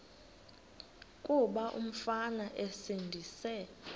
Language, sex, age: Xhosa, female, 23